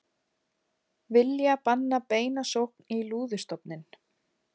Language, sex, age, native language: Icelandic, female, 40-49, Icelandic